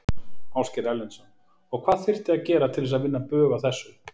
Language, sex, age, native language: Icelandic, male, 40-49, Icelandic